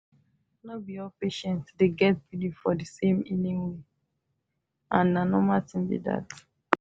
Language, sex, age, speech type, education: Nigerian Pidgin, female, 15-29, spontaneous, tertiary